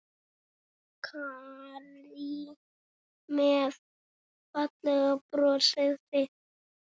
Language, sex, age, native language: Icelandic, male, 6, Icelandic